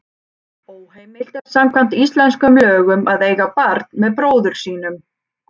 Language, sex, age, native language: Icelandic, female, 30-39, Icelandic